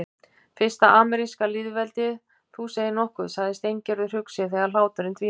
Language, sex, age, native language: Icelandic, female, 50-59, Icelandic